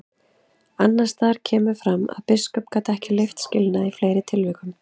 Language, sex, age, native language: Icelandic, female, 30-39, Icelandic